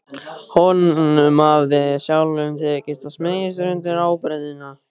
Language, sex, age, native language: Icelandic, male, 15, Icelandic